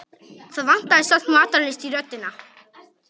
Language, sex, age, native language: Icelandic, male, 18-19, Polish